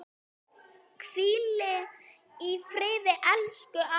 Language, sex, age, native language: Icelandic, female, 8, Icelandic